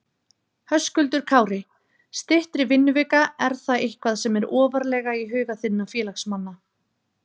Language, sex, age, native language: Icelandic, female, 30-39, Icelandic